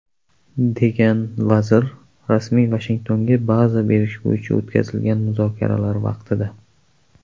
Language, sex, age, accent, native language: Uzbek, male, 18-24, Surxondaryo, Uzbek